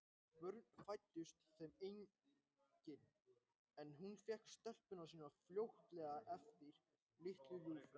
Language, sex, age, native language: Icelandic, male, 18-19, Icelandic